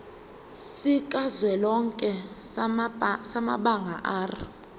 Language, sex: Zulu, female